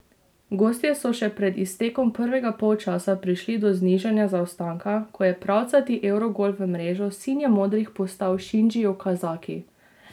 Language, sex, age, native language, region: Slovenian, female, 18-29, Slovenian, Drava region